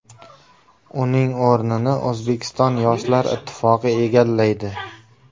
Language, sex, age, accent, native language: Uzbek, male, 18-24, Jizzax, Uzbek